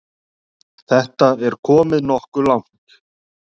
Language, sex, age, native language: Icelandic, male, 30-39, Icelandic